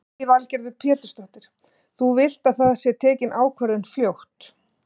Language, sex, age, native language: Icelandic, female, 50-59, Icelandic